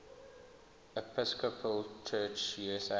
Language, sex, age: English, male, 21